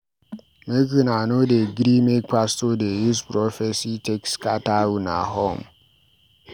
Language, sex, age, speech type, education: Nigerian Pidgin, male, 15-29, read, tertiary